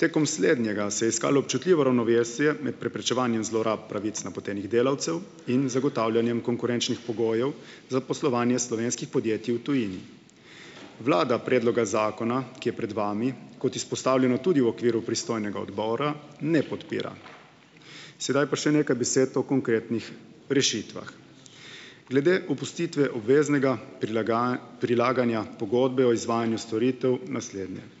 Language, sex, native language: Slovenian, male, Slovenian